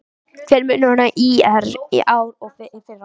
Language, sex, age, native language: Icelandic, female, 13, Icelandic